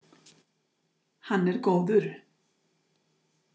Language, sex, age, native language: Icelandic, female, 60-69, Icelandic